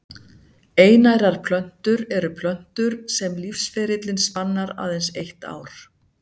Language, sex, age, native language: Icelandic, female, 60-69, Icelandic